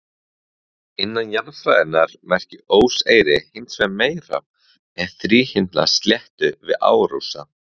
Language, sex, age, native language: Icelandic, male, 20-29, Icelandic